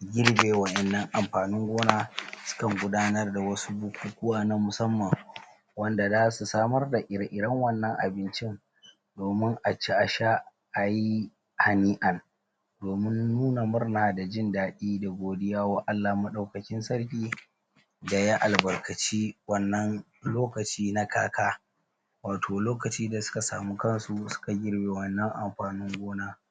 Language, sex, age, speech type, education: Hausa, male, 30-45, spontaneous, tertiary